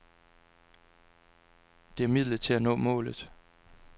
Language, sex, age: Danish, male, 26